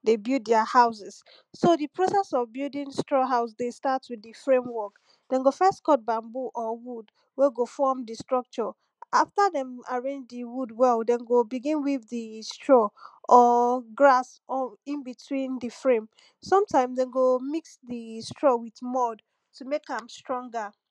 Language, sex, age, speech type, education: Nigerian Pidgin, female, 15-29, spontaneous, tertiary